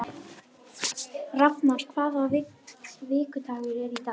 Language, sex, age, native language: Icelandic, female, 18-19, Icelandic